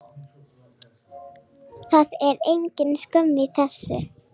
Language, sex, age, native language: Icelandic, female, 40-49, Icelandic